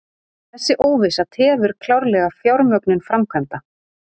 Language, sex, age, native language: Icelandic, female, 30-39, Icelandic